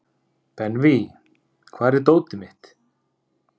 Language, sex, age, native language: Icelandic, male, 30-39, Icelandic